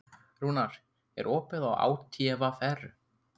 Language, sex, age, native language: Icelandic, male, 15, Icelandic